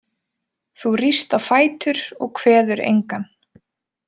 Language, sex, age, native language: Icelandic, female, 20-29, Icelandic